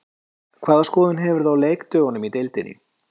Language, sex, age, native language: Icelandic, male, 30-39, Icelandic